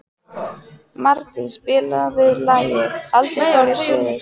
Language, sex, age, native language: Icelandic, female, 15, Icelandic